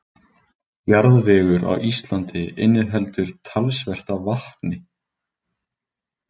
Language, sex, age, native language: Icelandic, male, 20-29, Icelandic